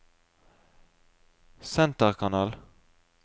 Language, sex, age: Norwegian, male, 20